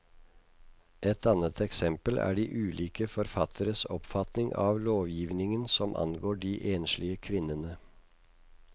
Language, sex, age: Norwegian, male, 56